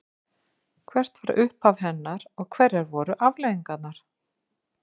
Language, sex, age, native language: Icelandic, female, 50-59, Icelandic